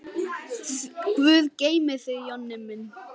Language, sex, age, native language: Icelandic, male, 10, Icelandic